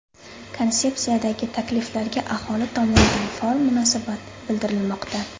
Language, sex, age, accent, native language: Uzbek, female, 18-24, Surxondaryo, Uzbek